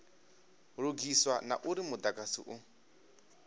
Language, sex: Venda, male